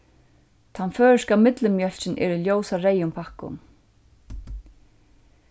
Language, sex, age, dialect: Faroese, female, 36-60, Suðurstreymoy